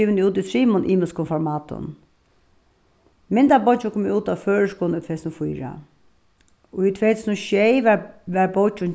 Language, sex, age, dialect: Faroese, female, 36-60, Suðuroy